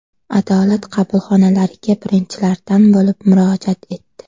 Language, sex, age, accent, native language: Uzbek, female, 18-24, Toshkent shahri, Uzbek